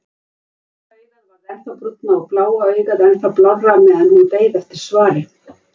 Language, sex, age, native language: Icelandic, female, 50-59, Icelandic